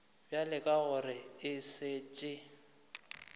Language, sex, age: Northern Sotho, male, 25